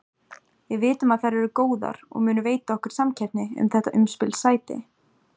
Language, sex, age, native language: Icelandic, female, 18-19, Icelandic